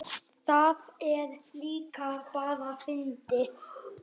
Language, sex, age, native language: Icelandic, male, 8, Icelandic